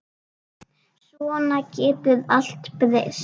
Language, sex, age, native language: Icelandic, female, 7, Icelandic